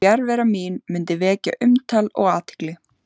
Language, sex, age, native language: Icelandic, female, 14, Icelandic